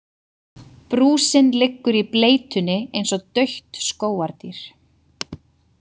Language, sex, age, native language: Icelandic, female, 30-39, Icelandic